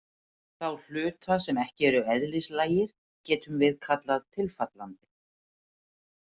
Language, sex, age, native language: Icelandic, female, 50-59, Icelandic